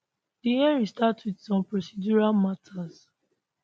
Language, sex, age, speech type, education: Nigerian Pidgin, female, 15-29, spontaneous, tertiary